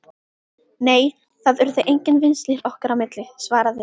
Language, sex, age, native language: Icelandic, female, 12, Icelandic